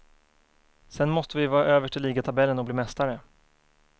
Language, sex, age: Swedish, male, 24